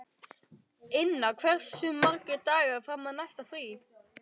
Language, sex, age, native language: Icelandic, male, 12, Icelandic